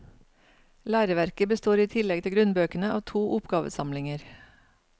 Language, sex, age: Norwegian, female, 49